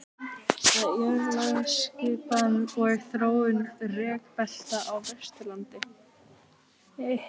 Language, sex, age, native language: Icelandic, other, 18-19, Icelandic